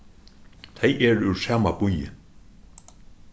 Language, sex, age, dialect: Faroese, male, 36-60, Suðurstreymoy